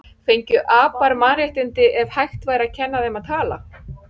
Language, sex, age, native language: Icelandic, female, 40-49, Icelandic